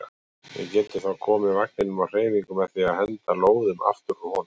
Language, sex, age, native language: Icelandic, male, 40-49, Icelandic